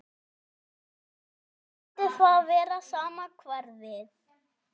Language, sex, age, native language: Icelandic, female, 9, Icelandic